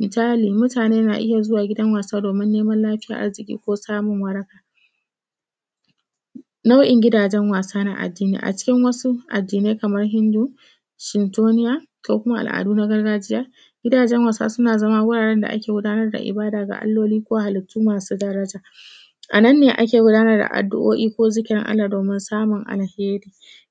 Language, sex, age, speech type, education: Hausa, female, 15-29, spontaneous, tertiary